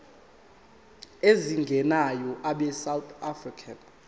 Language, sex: Zulu, male